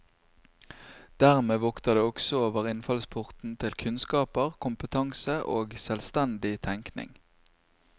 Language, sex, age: Norwegian, male, 24